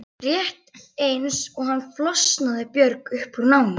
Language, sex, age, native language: Icelandic, female, 11, Icelandic